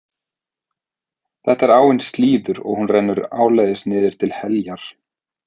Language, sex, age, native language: Icelandic, male, 30-39, Icelandic